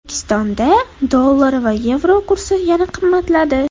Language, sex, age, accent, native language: Uzbek, female, under 19, Andijon, Uzbek